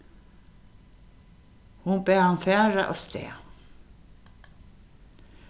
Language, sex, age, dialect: Faroese, female, 61+, Suðurstreymoy